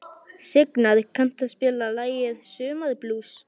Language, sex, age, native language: Icelandic, female, 11, Icelandic